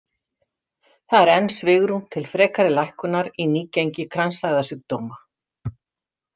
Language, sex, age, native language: Icelandic, female, 60-69, Icelandic